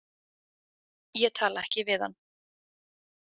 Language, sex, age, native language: Icelandic, female, 20-29, Icelandic